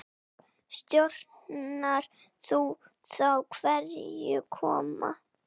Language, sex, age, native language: Icelandic, female, 8, Icelandic